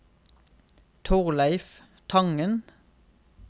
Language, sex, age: Norwegian, male, 31